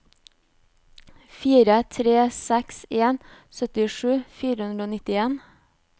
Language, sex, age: Norwegian, female, 29